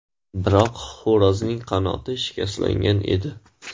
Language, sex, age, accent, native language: Uzbek, male, 18-24, Farg'ona, Uzbek